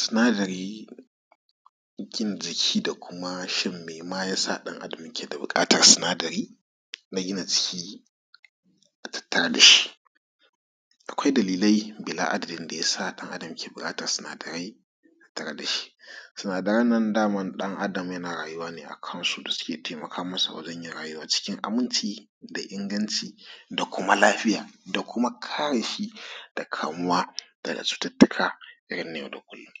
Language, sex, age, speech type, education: Hausa, male, 30-45, spontaneous, tertiary